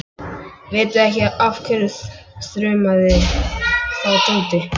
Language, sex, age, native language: Icelandic, male, 11, Icelandic